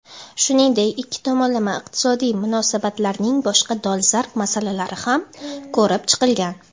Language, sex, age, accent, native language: Uzbek, female, 18-24, Jizzax, Uzbek